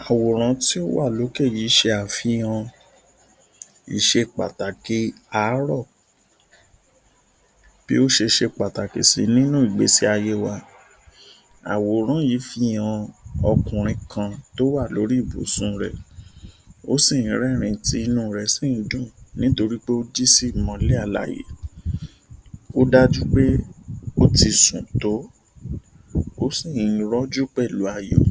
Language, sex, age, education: Yoruba, male, 60+, tertiary